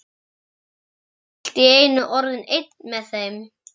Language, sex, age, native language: Icelandic, male, 11, Icelandic